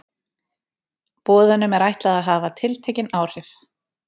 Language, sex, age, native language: Icelandic, female, 30-39, Icelandic